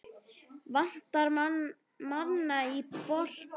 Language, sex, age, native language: Icelandic, female, 9, Icelandic